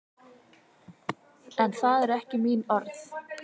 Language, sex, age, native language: Icelandic, female, 30-39, Icelandic